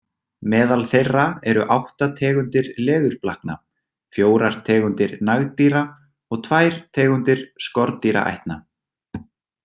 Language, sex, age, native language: Icelandic, male, 20-29, Icelandic